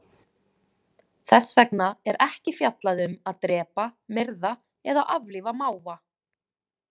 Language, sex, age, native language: Icelandic, female, 20-29, Icelandic